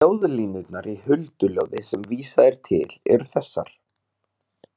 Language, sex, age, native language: Icelandic, male, 30-39, Icelandic